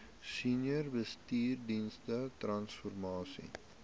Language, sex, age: Afrikaans, male, 18